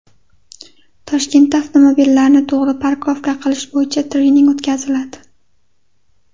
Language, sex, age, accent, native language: Uzbek, female, 18-24, Qashqadaryo, Uzbek